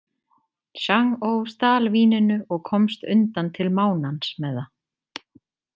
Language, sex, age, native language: Icelandic, female, 30-39, Icelandic